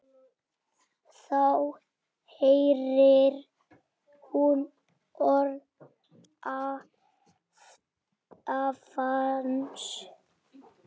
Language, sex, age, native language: Icelandic, male, 7, Icelandic